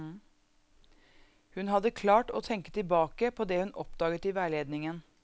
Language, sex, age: Norwegian, female, 34